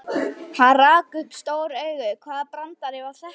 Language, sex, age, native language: Icelandic, female, 11, Icelandic